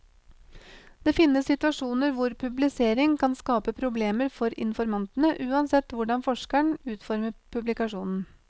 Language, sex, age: Norwegian, female, 28